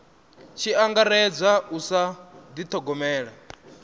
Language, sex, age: Venda, male, 27